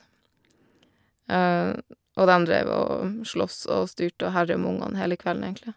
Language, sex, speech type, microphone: Norwegian, female, spontaneous, Shure